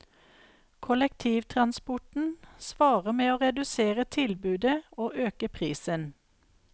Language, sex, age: Norwegian, female, 52